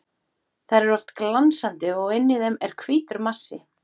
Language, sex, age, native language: Icelandic, female, 40-49, Icelandic